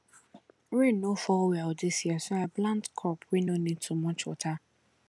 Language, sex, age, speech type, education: Nigerian Pidgin, female, 15-29, spontaneous, tertiary